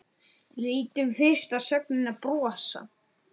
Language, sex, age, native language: Icelandic, male, 9, Icelandic